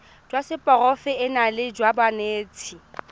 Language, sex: Tswana, female